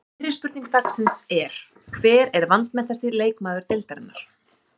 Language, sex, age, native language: Icelandic, female, 30-39, Icelandic